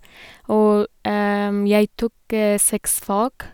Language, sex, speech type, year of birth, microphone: Norwegian, female, spontaneous, 1988, Sennheiser